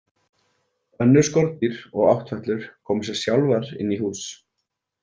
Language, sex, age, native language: Icelandic, male, 40-49, Icelandic